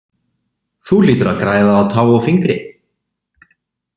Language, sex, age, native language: Icelandic, male, 20-29, Icelandic